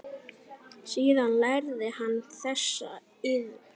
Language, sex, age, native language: Icelandic, male, 10, Icelandic